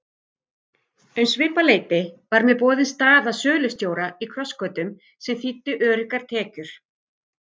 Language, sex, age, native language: Icelandic, female, 50-59, Icelandic